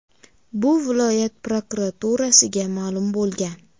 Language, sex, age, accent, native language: Uzbek, female, 19-29, Qashqadaryo, Uzbek